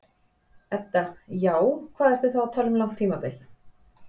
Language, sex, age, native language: Icelandic, female, 40-49, Icelandic